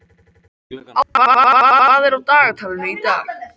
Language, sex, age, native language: Icelandic, male, 13, Icelandic